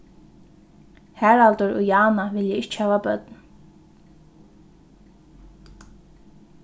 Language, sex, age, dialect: Faroese, female, 15-35, Norðurstreymoy/Eysturoy